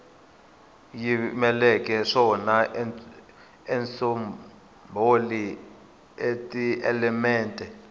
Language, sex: Tsonga, male